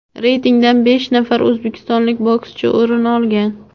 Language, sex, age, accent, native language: Uzbek, female, 18-24, Samarqand, Uzbek